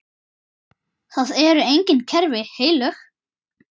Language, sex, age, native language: Icelandic, male, 9, Icelandic